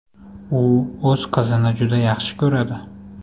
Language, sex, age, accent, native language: Uzbek, male, 25-34, Farg'ona, Uzbek